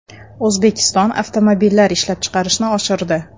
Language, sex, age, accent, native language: Uzbek, female, 25-34, Toshkent shahri, Uzbek